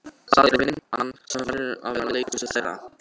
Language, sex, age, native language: Icelandic, male, 13, Icelandic